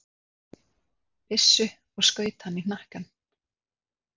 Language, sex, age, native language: Icelandic, female, 30-39, Icelandic